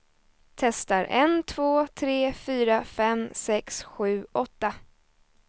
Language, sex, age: Swedish, female, 20